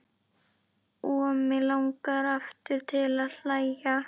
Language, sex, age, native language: Icelandic, female, 11, Icelandic